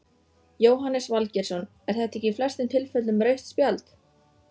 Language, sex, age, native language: Icelandic, female, 14, Icelandic